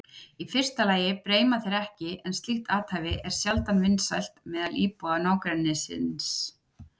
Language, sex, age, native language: Icelandic, female, 30-39, Icelandic